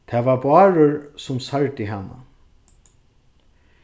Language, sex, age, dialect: Faroese, male, 36-60, Suðurstreymoy